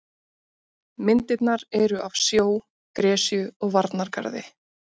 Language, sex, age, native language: Icelandic, female, 30-39, Icelandic